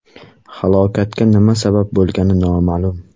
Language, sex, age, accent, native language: Uzbek, male, 18-24, Surxondaryo, Uzbek